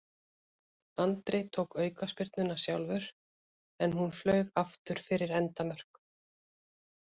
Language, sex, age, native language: Icelandic, female, 50-59, Icelandic